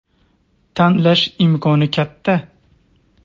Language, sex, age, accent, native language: Uzbek, male, 30-39, Toshkent viloyati, Uzbek